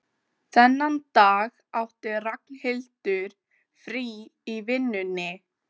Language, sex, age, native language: Icelandic, female, 14, Icelandic